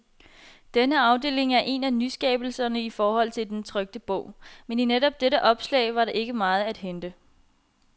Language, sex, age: Danish, female, 21